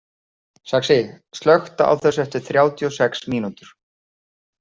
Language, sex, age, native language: Icelandic, male, 40-49, Icelandic